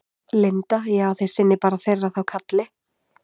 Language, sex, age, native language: Icelandic, female, 20-29, Icelandic